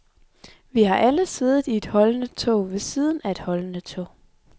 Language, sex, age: Danish, female, 23